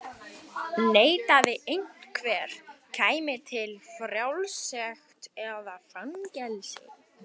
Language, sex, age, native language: Icelandic, female, 15, Icelandic